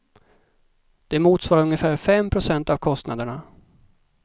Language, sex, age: Swedish, male, 37